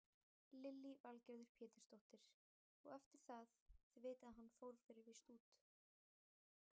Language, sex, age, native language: Icelandic, female, 18-19, Icelandic